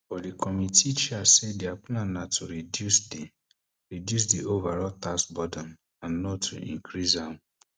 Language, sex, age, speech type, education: Nigerian Pidgin, male, 15-29, spontaneous, tertiary